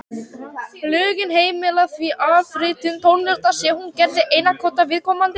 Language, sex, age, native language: Icelandic, female, 18-19, Icelandic